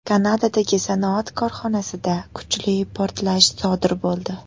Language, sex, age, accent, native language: Uzbek, female, 18-24, Namangan, Uzbek